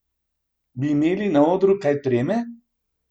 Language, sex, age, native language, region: Slovenian, male, 50-59, Slovenian, Gorenjska region